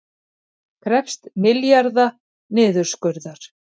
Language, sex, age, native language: Icelandic, female, 50-59, Icelandic